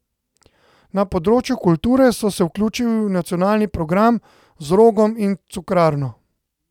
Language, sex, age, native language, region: Slovenian, male, 30-49, Slovenian, Central Slovenia